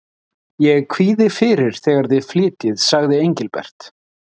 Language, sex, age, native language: Icelandic, male, 40-49, Icelandic